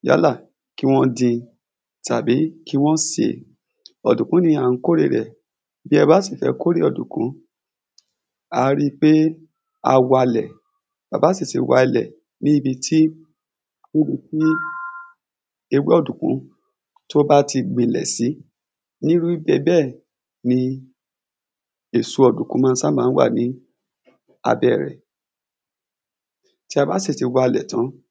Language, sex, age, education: Yoruba, male, 30-45, secondary